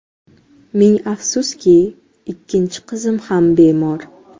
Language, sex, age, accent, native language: Uzbek, female, 12-17, Jizzax, Uzbek